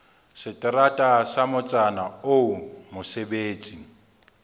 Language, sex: Southern Sotho, male